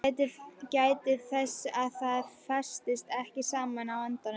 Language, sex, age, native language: Icelandic, female, 11, Icelandic